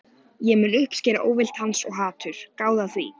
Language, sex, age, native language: Icelandic, male, 14, Icelandic